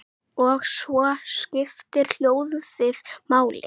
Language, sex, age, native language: Icelandic, female, 8, Icelandic